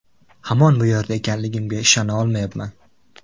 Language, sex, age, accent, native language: Uzbek, male, 18-24, Buxoro, Uzbek